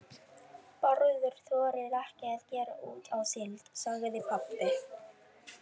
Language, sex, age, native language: Icelandic, female, 13, Icelandic